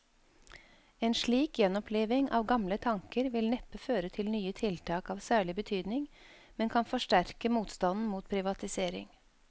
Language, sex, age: Norwegian, female, 52